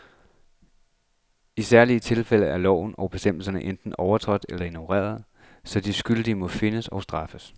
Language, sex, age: Danish, male, 26